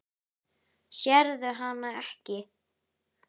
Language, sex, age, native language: Icelandic, female, 10, Icelandic